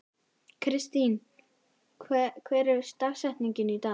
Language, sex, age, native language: Icelandic, female, 11, Icelandic